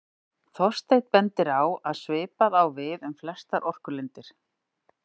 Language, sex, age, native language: Icelandic, female, 50-59, Icelandic